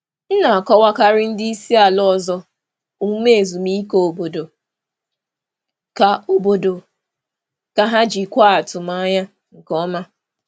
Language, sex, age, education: Igbo, female, 30-45, tertiary